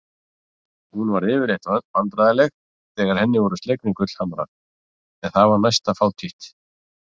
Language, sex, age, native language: Icelandic, male, 40-49, Icelandic